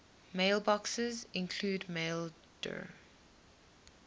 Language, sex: English, female